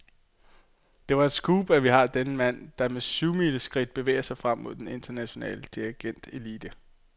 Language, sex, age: Danish, male, 22